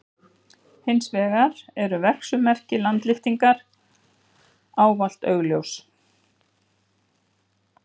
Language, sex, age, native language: Icelandic, female, 50-59, Icelandic